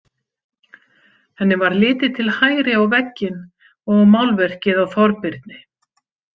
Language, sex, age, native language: Icelandic, female, 50-59, Icelandic